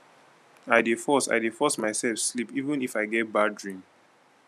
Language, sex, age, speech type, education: Nigerian Pidgin, male, 15-29, spontaneous, tertiary